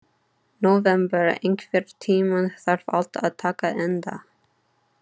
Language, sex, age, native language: Icelandic, female, 30-39, English